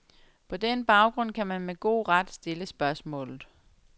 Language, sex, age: Danish, female, 35